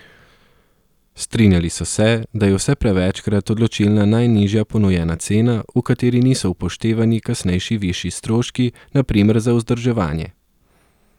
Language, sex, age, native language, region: Slovenian, male, 30-49, Slovenian, Southeast Slovenia